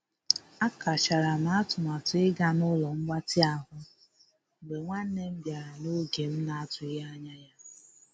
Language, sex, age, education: Igbo, female, 15-29, tertiary